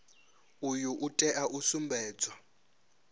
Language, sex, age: Venda, male, 26